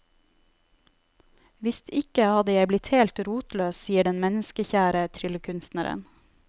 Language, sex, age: Norwegian, female, 31